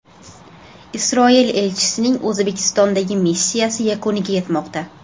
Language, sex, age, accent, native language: Uzbek, female, 12-17, Toshkent shahri, Uzbek